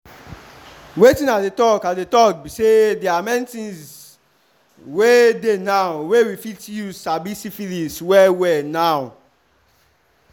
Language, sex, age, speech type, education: Nigerian Pidgin, male, 15-29, spontaneous, tertiary